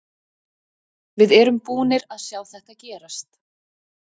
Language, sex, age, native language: Icelandic, female, 20-29, Icelandic